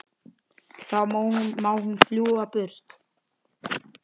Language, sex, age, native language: Icelandic, male, 10, Icelandic